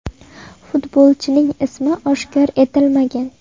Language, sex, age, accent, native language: Uzbek, female, 18-24, Farg'ona, Uzbek